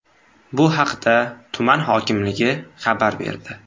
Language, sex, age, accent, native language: Uzbek, male, 18-24, Samarqand, Uzbek